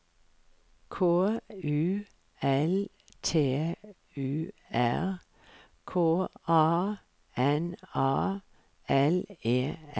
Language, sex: Norwegian, female